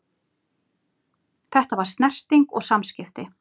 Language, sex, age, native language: Icelandic, female, 30-39, Icelandic